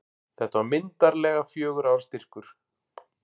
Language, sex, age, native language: Icelandic, male, 40-49, Icelandic